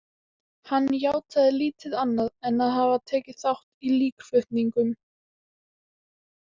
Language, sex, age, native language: Icelandic, female, 18-19, Icelandic